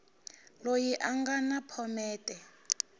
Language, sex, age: Tsonga, female, 19